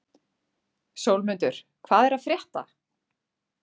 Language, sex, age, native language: Icelandic, female, 40-49, Icelandic